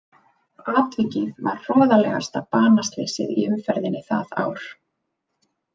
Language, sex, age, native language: Icelandic, female, 30-39, Icelandic